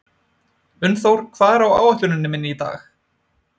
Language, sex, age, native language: Icelandic, male, 20-29, Icelandic